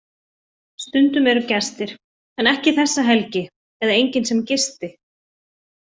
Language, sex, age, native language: Icelandic, female, 40-49, Icelandic